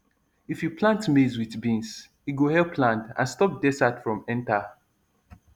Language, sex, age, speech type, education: Nigerian Pidgin, male, 15-29, spontaneous, tertiary